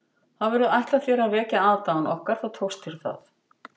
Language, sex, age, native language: Icelandic, female, 60-69, Icelandic